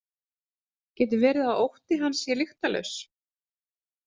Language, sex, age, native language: Icelandic, female, 30-39, Icelandic